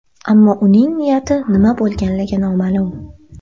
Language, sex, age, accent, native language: Uzbek, female, 18-24, Xorazm, Uzbek